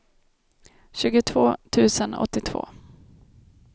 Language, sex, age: Swedish, female, 32